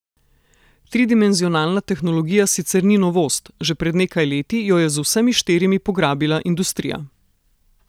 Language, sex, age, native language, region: Slovenian, female, 30-49, Slovenian, Southeast Slovenia